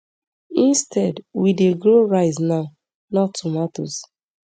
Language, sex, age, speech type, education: Nigerian Pidgin, female, 30-45, spontaneous, tertiary